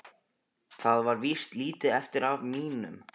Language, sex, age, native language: Icelandic, male, 15, Icelandic